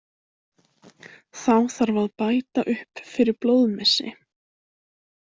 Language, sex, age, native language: Icelandic, female, 18-19, Icelandic